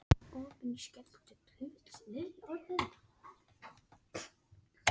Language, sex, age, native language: Icelandic, male, 18-19, Icelandic